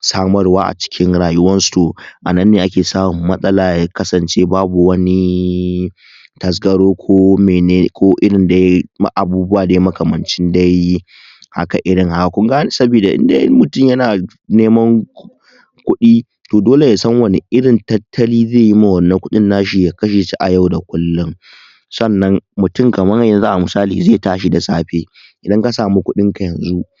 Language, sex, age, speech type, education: Hausa, male, 15-29, spontaneous, tertiary